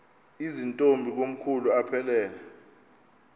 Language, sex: Xhosa, male